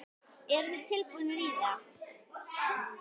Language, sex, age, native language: Icelandic, female, 10, Icelandic